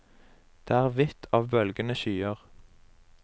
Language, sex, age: Norwegian, male, 23